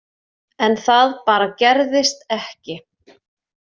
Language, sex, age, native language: Icelandic, female, 30-39, Icelandic